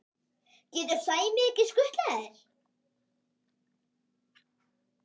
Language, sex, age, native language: Icelandic, female, 10, Icelandic